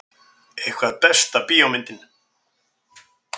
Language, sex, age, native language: Icelandic, male, 60-69, Icelandic